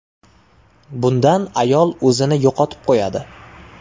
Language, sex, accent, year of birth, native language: Uzbek, male, Toshkent shahri, 1999, Uzbek